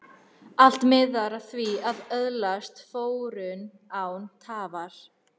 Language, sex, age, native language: Icelandic, female, 13, Icelandic